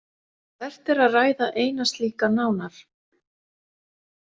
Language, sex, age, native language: Icelandic, female, 40-49, Icelandic